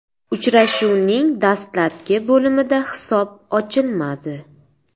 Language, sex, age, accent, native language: Uzbek, female, 25-34, Surxondaryo, Uzbek